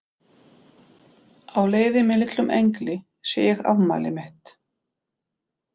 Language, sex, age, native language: Icelandic, female, 50-59, Polish